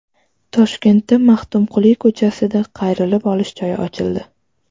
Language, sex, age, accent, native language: Uzbek, female, 12-17, Toshkent viloyati, Uzbek